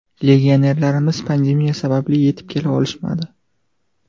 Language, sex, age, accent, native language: Uzbek, male, 12-17, Farg'ona, Uzbek